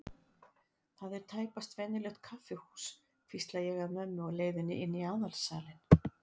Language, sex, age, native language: Icelandic, female, 60-69, Icelandic